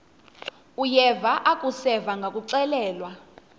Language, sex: Xhosa, female